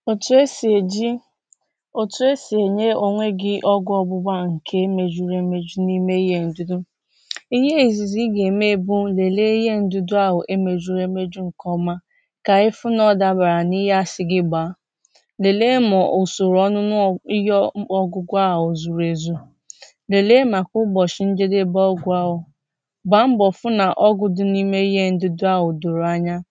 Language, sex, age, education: Igbo, female, 15-29, tertiary